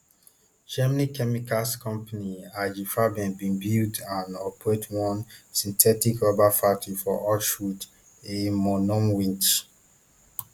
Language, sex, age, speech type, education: Nigerian Pidgin, male, 30-45, spontaneous, tertiary